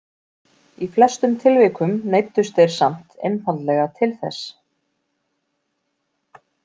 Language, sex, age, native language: Icelandic, female, 40-49, Icelandic